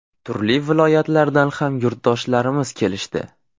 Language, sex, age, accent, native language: Uzbek, male, 18-24, Farg'ona, Uzbek